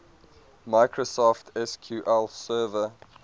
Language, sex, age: English, male, 22